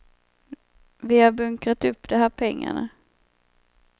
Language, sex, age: Swedish, female, 25